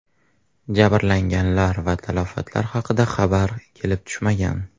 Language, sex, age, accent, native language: Uzbek, male, 18-24, Farg'ona, Uzbek